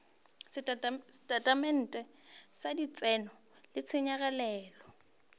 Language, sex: Northern Sotho, female